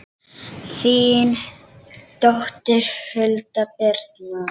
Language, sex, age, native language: Icelandic, female, 7, Icelandic